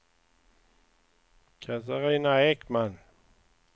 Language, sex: Swedish, male